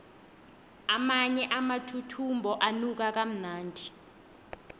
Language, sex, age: South Ndebele, female, 20